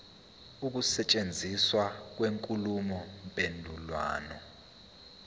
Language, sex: Zulu, male